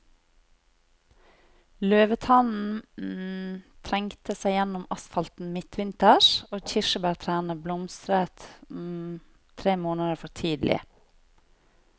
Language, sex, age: Norwegian, female, 40